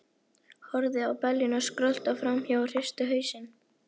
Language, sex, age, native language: Icelandic, female, 11, Icelandic